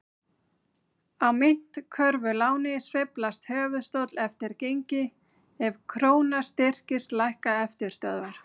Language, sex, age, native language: Icelandic, female, 30-39, Icelandic